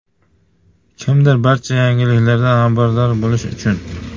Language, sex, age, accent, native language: Uzbek, female, 25-34, Qashqadaryo, Uzbek